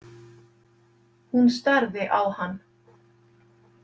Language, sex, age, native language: Icelandic, female, 50-59, Icelandic